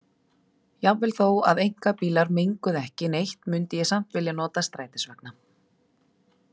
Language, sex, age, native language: Icelandic, female, 30-39, Icelandic